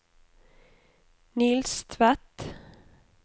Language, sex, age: Norwegian, female, 29